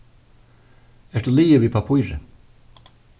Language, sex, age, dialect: Faroese, male, 36-60, Suðurstreymoy